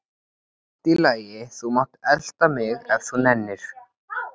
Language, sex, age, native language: Icelandic, male, 14, Icelandic